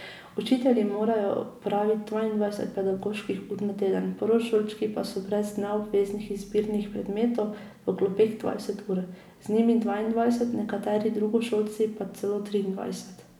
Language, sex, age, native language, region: Slovenian, female, 18-29, Slovenian, Drava region